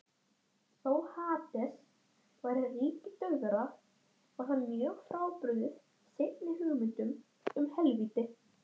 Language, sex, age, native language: Icelandic, male, 10, Icelandic